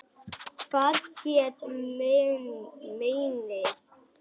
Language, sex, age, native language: Icelandic, female, 9, Icelandic